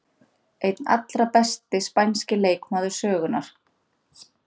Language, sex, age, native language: Icelandic, female, 30-39, Icelandic